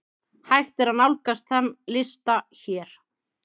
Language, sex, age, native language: Icelandic, female, 30-39, Icelandic